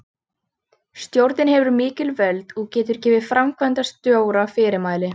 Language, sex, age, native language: Icelandic, female, 13, Icelandic